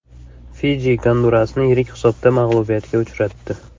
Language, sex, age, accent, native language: Uzbek, male, 18-24, Navoiy, Uzbek